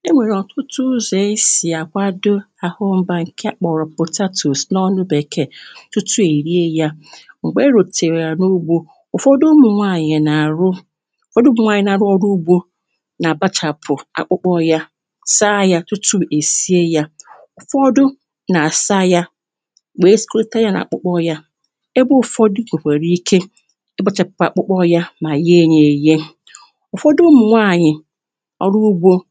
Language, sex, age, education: Igbo, female, 30-45, primary